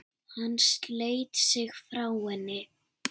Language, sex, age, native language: Icelandic, female, 7, Icelandic